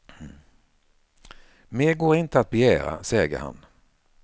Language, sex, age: Swedish, male, 49